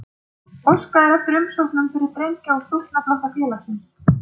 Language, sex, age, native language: Icelandic, female, 30-39, Icelandic